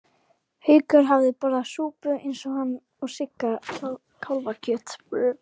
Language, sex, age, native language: Icelandic, female, 11, Icelandic